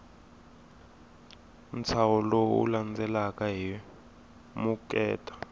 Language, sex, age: Tsonga, male, 21